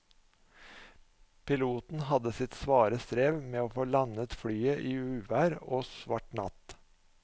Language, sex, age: Norwegian, male, 45